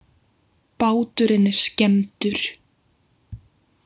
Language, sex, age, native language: Icelandic, female, 18-19, Icelandic